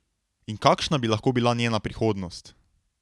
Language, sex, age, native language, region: Slovenian, male, 18-29, Slovenian, Drava region